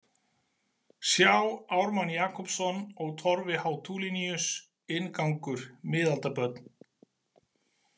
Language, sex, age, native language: Icelandic, male, 40-49, Icelandic